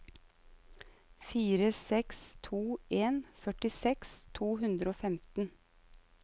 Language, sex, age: Norwegian, female, 35